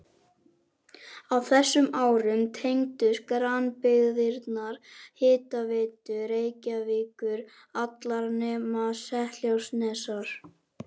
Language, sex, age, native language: Icelandic, male, 11, Icelandic